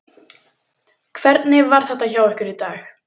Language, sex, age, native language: Icelandic, female, 18-19, Icelandic